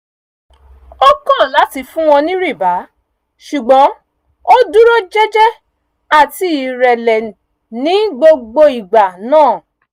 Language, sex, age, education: Yoruba, female, 30-45, tertiary